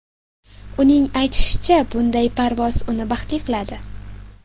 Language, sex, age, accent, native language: Uzbek, female, 18-24, Sirdaryo, Uzbek